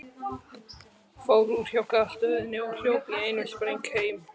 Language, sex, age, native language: Icelandic, male, 11, Icelandic